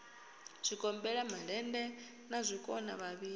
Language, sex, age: Venda, female, 22